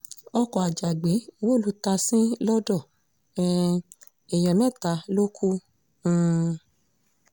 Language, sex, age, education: Yoruba, female, 15-29, secondary